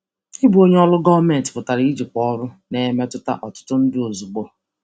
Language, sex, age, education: Igbo, female, 30-45, tertiary